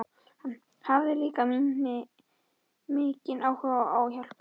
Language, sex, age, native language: Icelandic, female, 13, Icelandic